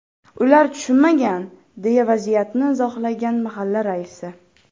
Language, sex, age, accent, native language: Uzbek, female, 12-17, Farg'ona, Uzbek